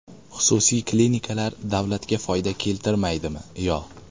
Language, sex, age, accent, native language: Uzbek, male, 18-24, Qashqadaryo, Uzbek